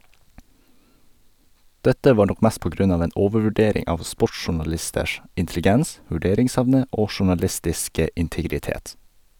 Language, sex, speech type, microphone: Norwegian, male, read, Sennheiser